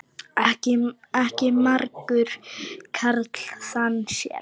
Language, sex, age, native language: Icelandic, female, 9, Icelandic